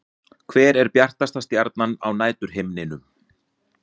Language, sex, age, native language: Icelandic, male, 40-49, Icelandic